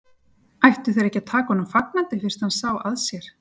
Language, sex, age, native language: Icelandic, female, 40-49, Icelandic